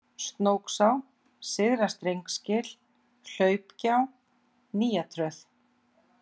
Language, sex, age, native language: Icelandic, female, 40-49, Icelandic